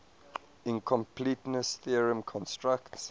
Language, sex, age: English, male, 22